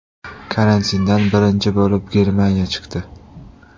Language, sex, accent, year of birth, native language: Uzbek, male, Andijon, 2003, Uzbek